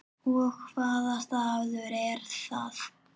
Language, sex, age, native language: Icelandic, male, 7, Icelandic